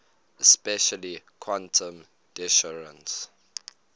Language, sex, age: English, male, 18